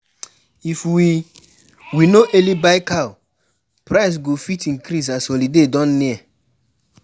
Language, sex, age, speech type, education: Nigerian Pidgin, male, 15-29, spontaneous, tertiary